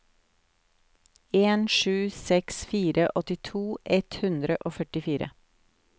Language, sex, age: Norwegian, female, 48